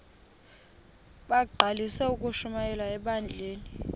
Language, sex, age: Xhosa, female, 24